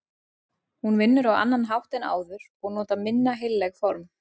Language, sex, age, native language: Icelandic, female, 40-49, Icelandic